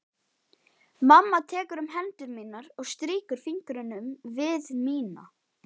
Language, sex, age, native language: Icelandic, male, 12, Icelandic